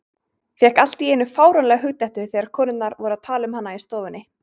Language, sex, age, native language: Icelandic, female, 20-29, Icelandic